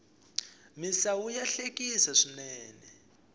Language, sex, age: Tsonga, male, 20